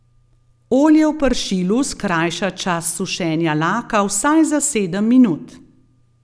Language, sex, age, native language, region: Slovenian, female, 50-59, Slovenian, Gorenjska region